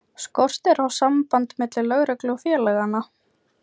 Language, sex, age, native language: Icelandic, female, 20-29, Ukrainian